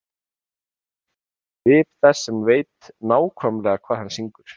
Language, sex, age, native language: Icelandic, male, 30-39, Icelandic